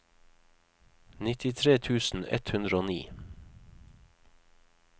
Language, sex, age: Norwegian, male, 31